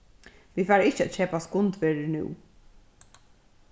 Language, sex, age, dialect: Faroese, female, 36-60, Suðurstreymoy